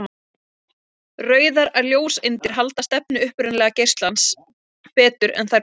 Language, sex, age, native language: Icelandic, female, 20-29, Icelandic